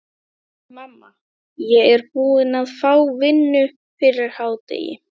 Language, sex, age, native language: Icelandic, female, 12, Icelandic